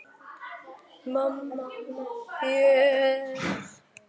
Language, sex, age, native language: Icelandic, female, 10, Icelandic